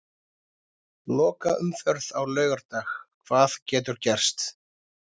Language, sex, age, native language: Icelandic, male, 30-39, Icelandic